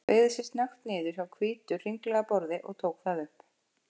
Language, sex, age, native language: Icelandic, female, 50-59, Icelandic